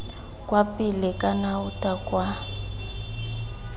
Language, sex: Tswana, female